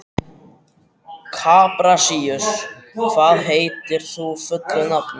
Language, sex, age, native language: Icelandic, male, 14, Icelandic